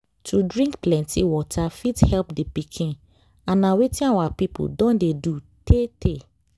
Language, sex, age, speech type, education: Nigerian Pidgin, female, 15-29, spontaneous, tertiary